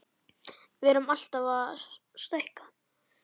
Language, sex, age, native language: Icelandic, male, 10, Icelandic